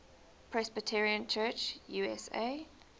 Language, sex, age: English, female, 20